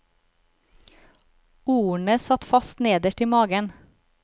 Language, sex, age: Norwegian, female, 36